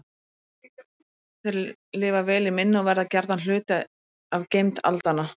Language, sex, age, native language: Icelandic, female, 30-39, Icelandic